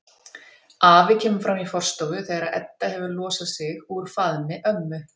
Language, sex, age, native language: Icelandic, female, 50-59, Icelandic